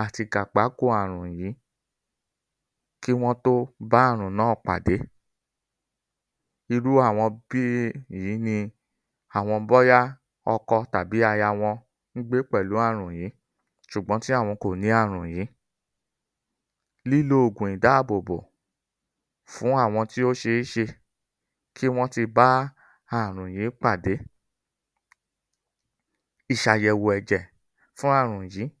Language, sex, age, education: Yoruba, male, 30-45, tertiary